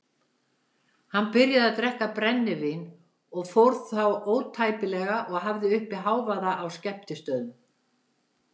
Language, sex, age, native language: Icelandic, female, 70-79, Icelandic